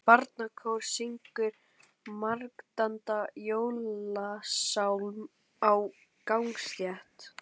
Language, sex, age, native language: Icelandic, male, 12, Icelandic